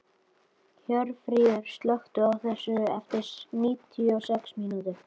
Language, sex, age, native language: Icelandic, female, 12, Icelandic